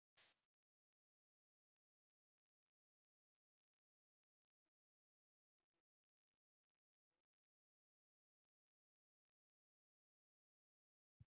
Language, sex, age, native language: Icelandic, male, 40-49, English